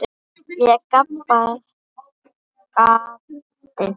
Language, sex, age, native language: Icelandic, female, 10, Icelandic